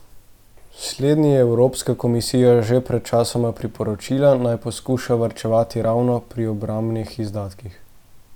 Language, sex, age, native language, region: Slovenian, male, 18-29, Slovenian, Central Slovenia